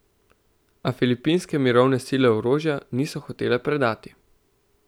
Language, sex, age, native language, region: Slovenian, male, 18-29, Slovenian, Central Slovenia